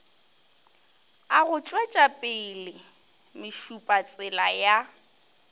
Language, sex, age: Northern Sotho, female, 21